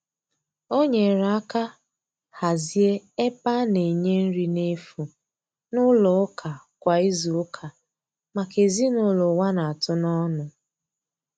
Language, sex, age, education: Igbo, female, 15-29, tertiary